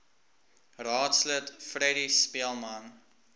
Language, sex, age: Afrikaans, male, 19